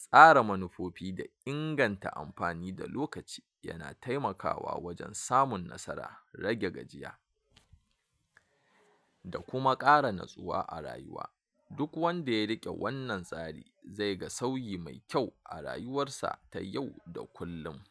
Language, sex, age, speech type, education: Hausa, male, 46-60, spontaneous, tertiary